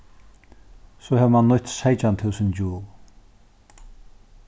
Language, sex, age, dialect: Faroese, male, 36-60, Norðurstreymoy/Eysturoy